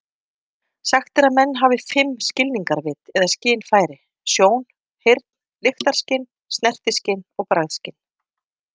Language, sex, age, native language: Icelandic, female, 50-59, Icelandic